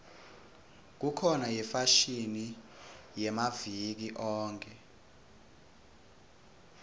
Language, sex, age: Swati, male, 21